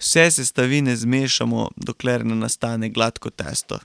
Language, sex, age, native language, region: Slovenian, male, 18-29, Slovenian, Carinthia region